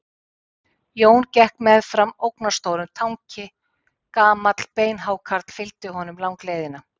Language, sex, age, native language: Icelandic, female, 50-59, Icelandic